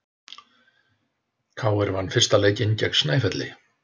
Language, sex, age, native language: Icelandic, male, 60-69, Icelandic